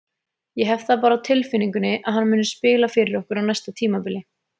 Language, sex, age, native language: Icelandic, female, 30-39, Icelandic